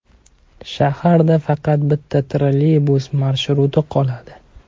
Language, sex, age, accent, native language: Uzbek, male, 18-24, Toshkent shahri, Uzbek